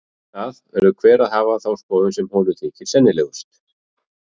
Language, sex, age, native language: Icelandic, male, 40-49, Icelandic